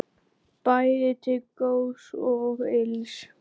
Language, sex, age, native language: Icelandic, male, 10, Icelandic